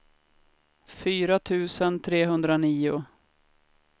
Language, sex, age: Swedish, female, 33